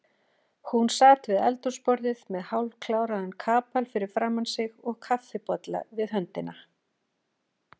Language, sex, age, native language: Icelandic, female, 40-49, Icelandic